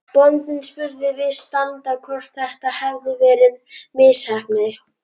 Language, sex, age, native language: Icelandic, female, 11, Icelandic